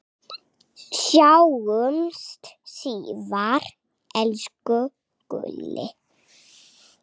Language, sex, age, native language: Icelandic, male, 8, Icelandic